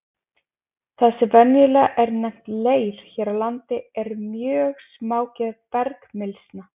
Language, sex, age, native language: Icelandic, female, 20-29, Icelandic